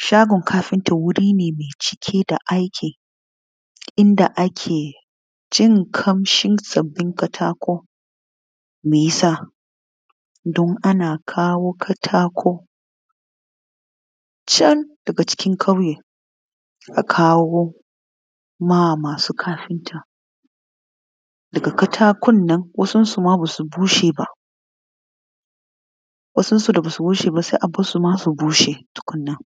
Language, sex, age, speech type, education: Hausa, female, 15-29, spontaneous, tertiary